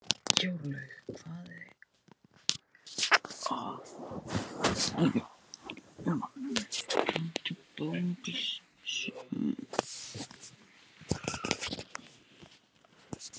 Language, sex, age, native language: Icelandic, male, 15, Icelandic